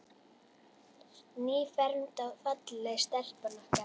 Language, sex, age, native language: Icelandic, female, 8, Icelandic